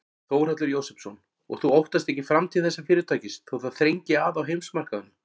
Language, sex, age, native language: Icelandic, male, 40-49, Icelandic